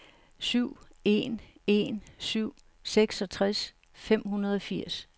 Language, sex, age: Danish, female, 69